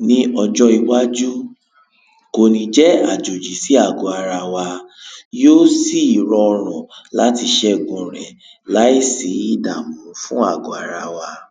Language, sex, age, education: Yoruba, male, 15-29, tertiary